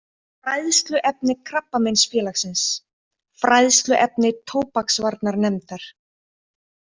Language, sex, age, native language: Icelandic, female, 30-39, Icelandic